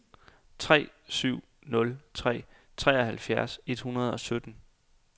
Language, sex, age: Danish, male, 28